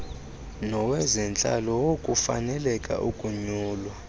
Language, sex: Xhosa, male